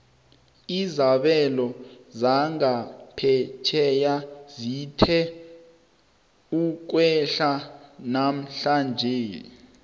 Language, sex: South Ndebele, male